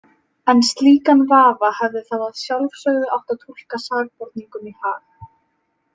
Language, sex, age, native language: Icelandic, female, 18-19, Icelandic